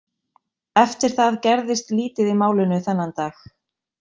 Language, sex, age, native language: Icelandic, female, 20-29, Icelandic